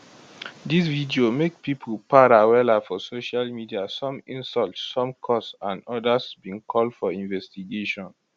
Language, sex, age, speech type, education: Nigerian Pidgin, male, 15-29, spontaneous, tertiary